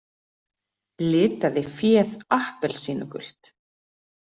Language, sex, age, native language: Icelandic, female, 40-49, Icelandic